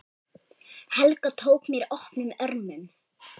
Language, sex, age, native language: Icelandic, female, 8, Icelandic